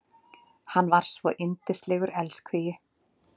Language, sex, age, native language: Icelandic, female, 30-39, Icelandic